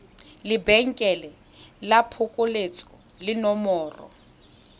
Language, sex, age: Tswana, female, 21